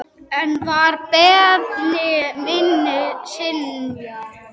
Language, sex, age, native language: Icelandic, male, 6, Icelandic